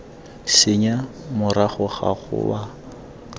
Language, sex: Tswana, male